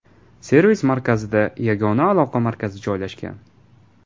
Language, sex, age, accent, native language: Uzbek, male, 18-24, Toshkent viloyati, Uzbek